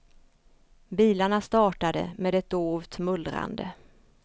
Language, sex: Swedish, female